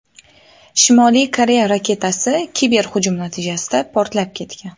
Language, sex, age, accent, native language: Uzbek, female, 19-29, Farg'ona, Uzbek